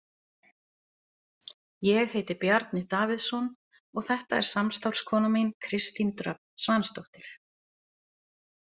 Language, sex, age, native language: Icelandic, other, 40-49, Icelandic